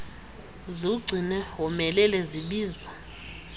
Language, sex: Xhosa, female